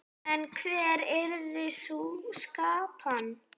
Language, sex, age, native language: Icelandic, female, 8, Icelandic